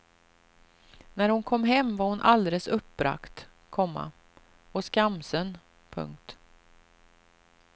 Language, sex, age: Swedish, female, 38